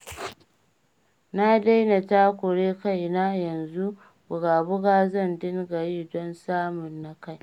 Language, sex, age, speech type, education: Hausa, female, 30-45, read, primary